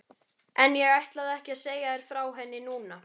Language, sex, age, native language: Icelandic, female, 13, Icelandic